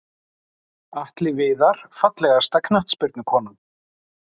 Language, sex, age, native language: Icelandic, male, 40-49, Icelandic